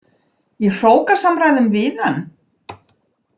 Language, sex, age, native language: Icelandic, female, 20-29, Icelandic